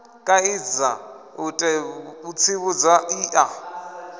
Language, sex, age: Venda, male, 25